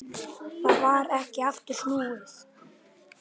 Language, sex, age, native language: Icelandic, male, 8, Icelandic